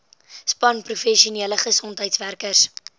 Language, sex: Afrikaans, female